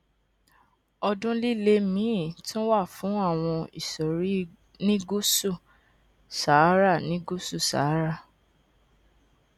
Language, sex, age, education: Yoruba, female, 15-29, tertiary